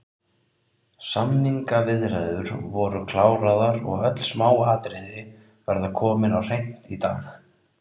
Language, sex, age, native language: Icelandic, male, 30-39, Icelandic